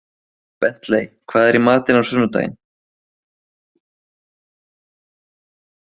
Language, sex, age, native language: Icelandic, male, 20-29, Icelandic